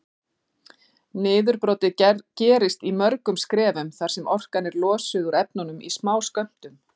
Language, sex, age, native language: Icelandic, female, 40-49, Icelandic